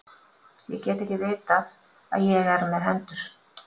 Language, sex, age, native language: Icelandic, female, 50-59, Icelandic